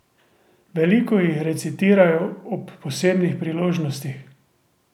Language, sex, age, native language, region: Slovenian, male, 30-49, Slovenian, Drava region